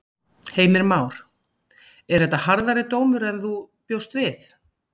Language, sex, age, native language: Icelandic, female, 50-59, Icelandic